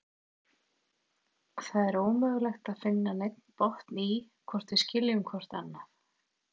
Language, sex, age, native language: Icelandic, female, 40-49, Icelandic